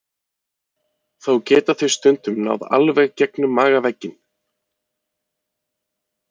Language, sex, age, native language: Icelandic, male, 30-39, Icelandic